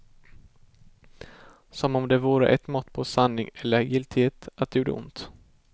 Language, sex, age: Swedish, male, 18